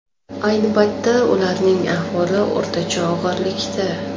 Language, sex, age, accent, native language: Uzbek, female, 25-34, Toshkent shahri, Uzbek